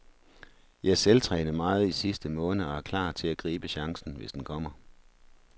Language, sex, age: Danish, male, 43